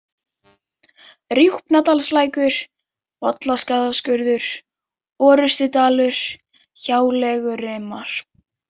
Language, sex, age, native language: Icelandic, female, 18-19, Icelandic